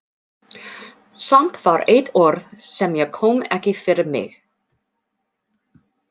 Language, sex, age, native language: Icelandic, female, 40-49, English